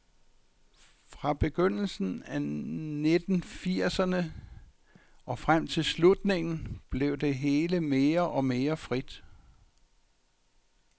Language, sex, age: Danish, male, 64